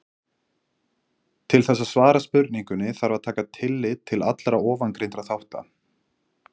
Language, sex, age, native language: Icelandic, male, 20-29, Icelandic